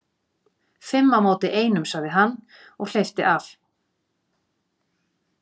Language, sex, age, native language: Icelandic, female, 40-49, Icelandic